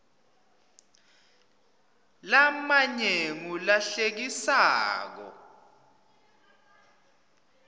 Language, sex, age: Swati, male, 25